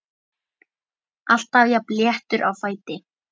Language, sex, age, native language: Icelandic, male, 10, Icelandic